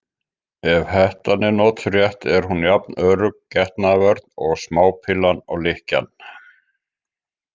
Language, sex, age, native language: Icelandic, male, 50-59, Icelandic